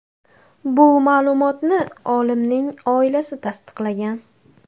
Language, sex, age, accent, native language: Uzbek, female, 18-24, Navoiy, Uzbek